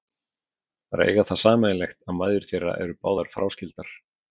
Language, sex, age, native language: Icelandic, male, 40-49, Icelandic